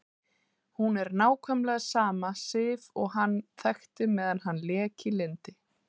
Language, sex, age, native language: Icelandic, female, 30-39, Icelandic